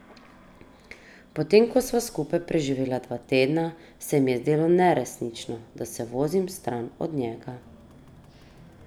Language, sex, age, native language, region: Slovenian, female, 30-49, Slovenian, Drava region